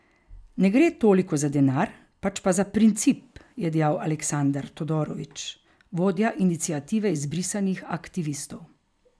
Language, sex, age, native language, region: Slovenian, female, 50-59, Slovenian, Carinthia region